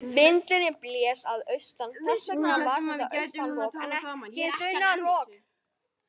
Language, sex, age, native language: Icelandic, male, 18-19, Icelandic